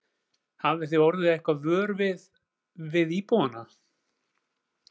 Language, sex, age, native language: Icelandic, male, 40-49, Icelandic